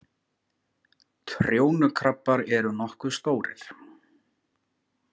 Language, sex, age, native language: Icelandic, male, 40-49, Icelandic